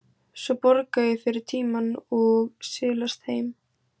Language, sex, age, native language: Icelandic, female, 18-19, Icelandic